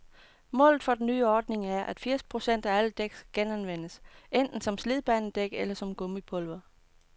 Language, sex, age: Danish, female, 29